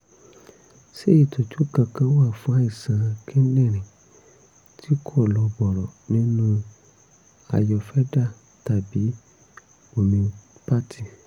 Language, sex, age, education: Yoruba, male, 30-45, tertiary